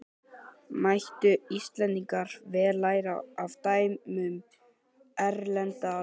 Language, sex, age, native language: Icelandic, male, 12, Icelandic